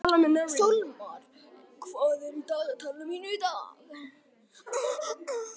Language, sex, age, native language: Icelandic, male, 11, Icelandic